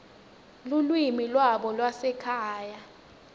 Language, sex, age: Swati, female, 19